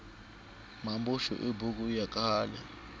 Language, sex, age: Tsonga, male, 25